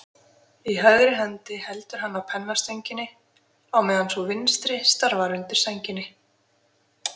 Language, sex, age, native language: Icelandic, female, 20-29, Icelandic